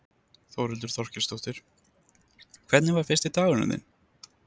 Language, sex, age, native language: Icelandic, male, 30-39, Icelandic